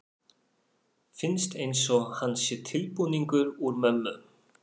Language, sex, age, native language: Icelandic, male, 40-49, Faroese